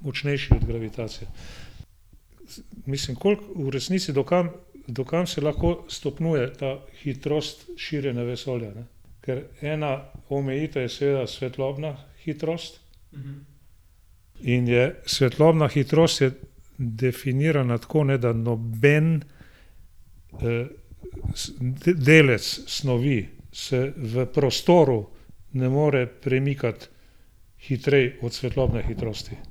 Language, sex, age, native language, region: Slovenian, male, 60+, Slovenian, Gorenjska region